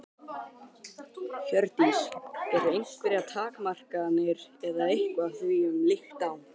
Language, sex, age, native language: Icelandic, male, 12, Icelandic